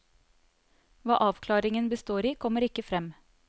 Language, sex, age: Norwegian, female, 30